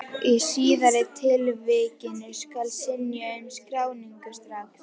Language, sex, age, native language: Icelandic, female, 11, Icelandic